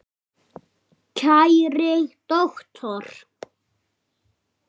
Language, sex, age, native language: Icelandic, male, 7, Icelandic